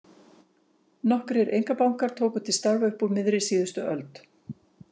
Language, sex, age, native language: Icelandic, female, 50-59, Icelandic